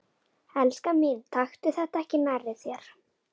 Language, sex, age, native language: Icelandic, female, 11, Icelandic